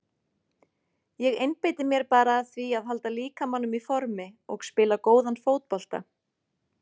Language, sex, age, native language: Icelandic, female, 40-49, Icelandic